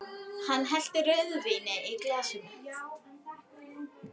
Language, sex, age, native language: Icelandic, female, 11, Icelandic